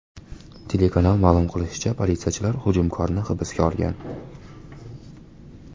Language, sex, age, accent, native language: Uzbek, male, 18-24, Toshkent viloyati, Uzbek